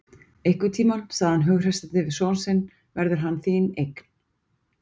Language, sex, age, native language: Icelandic, female, 40-49, Icelandic